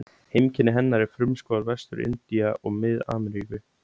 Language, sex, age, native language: Icelandic, male, 17, Icelandic